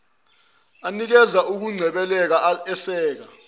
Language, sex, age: Zulu, male, 22